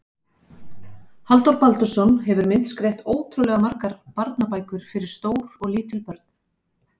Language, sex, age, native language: Icelandic, female, 50-59, Icelandic